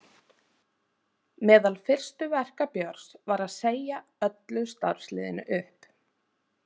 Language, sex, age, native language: Icelandic, female, 30-39, Icelandic